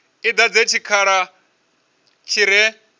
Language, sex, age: Venda, male, 34